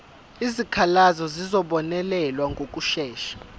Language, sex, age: Zulu, male, 24